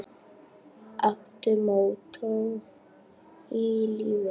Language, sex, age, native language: Icelandic, female, 9, Icelandic